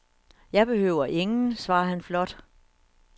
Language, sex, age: Danish, female, 61